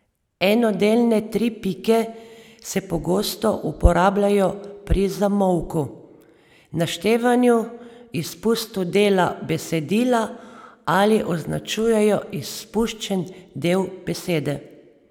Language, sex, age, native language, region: Slovenian, female, 30-49, Slovenian, Savinja region